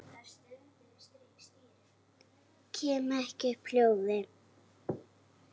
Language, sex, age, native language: Icelandic, female, 8, Icelandic